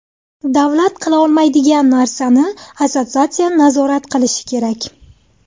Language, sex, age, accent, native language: Uzbek, female, 19-29, Andijon, Uzbek